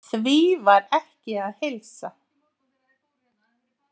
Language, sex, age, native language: Icelandic, female, 50-59, Icelandic